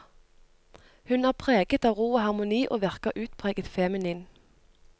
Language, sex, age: Norwegian, female, 25